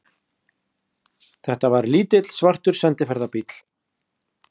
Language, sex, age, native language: Icelandic, male, 40-49, Icelandic